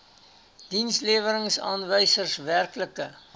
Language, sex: Afrikaans, male